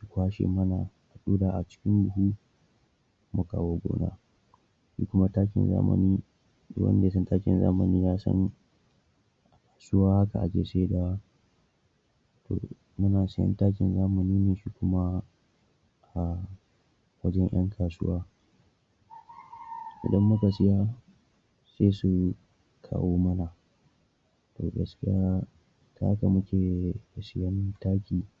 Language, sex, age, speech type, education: Hausa, male, 46-60, spontaneous, tertiary